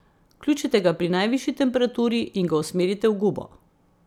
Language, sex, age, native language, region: Slovenian, female, 50-59, Slovenian, Central Slovenia